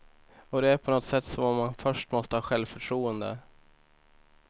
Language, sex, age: Swedish, male, 25